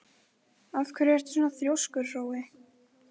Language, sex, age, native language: Icelandic, female, 11, Icelandic